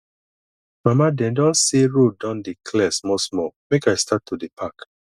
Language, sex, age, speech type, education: Nigerian Pidgin, male, 30-45, spontaneous, tertiary